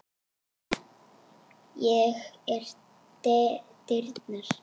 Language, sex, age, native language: Icelandic, female, 8, Icelandic